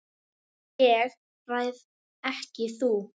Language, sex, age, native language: Icelandic, female, 18-19, Icelandic